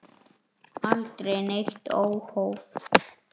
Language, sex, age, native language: Icelandic, male, 9, Icelandic